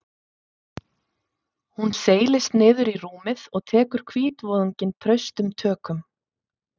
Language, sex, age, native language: Icelandic, female, 30-39, Icelandic